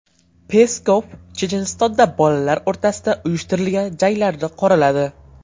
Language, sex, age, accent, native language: Uzbek, male, 12-17, Farg'ona, Uzbek